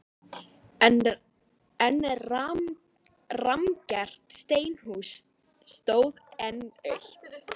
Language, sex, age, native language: Icelandic, female, 12, Icelandic